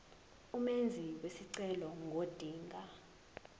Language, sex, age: Zulu, female, 18